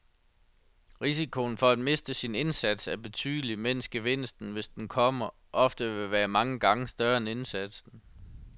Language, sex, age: Danish, male, 37